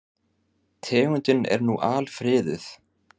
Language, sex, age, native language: Icelandic, male, 30-39, Icelandic